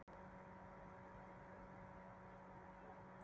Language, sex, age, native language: Icelandic, female, 40-49, Icelandic